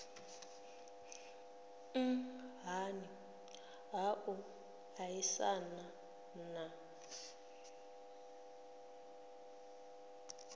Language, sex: Venda, female